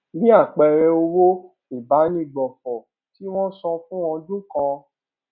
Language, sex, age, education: Yoruba, male, 30-45, tertiary